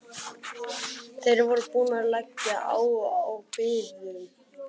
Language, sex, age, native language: Icelandic, male, 11, Icelandic